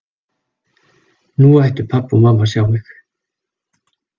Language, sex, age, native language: Icelandic, male, 40-49, Icelandic